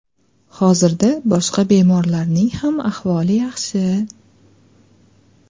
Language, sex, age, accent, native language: Uzbek, female, 25-34, Andijon, Uzbek